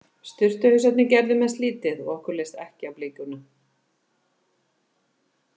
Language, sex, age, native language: Icelandic, female, 50-59, Icelandic